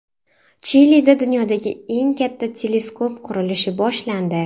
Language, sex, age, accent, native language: Uzbek, female, 12-17, Sirdaryo, Uzbek